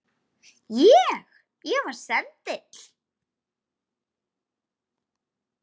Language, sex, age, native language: Icelandic, female, 8, Icelandic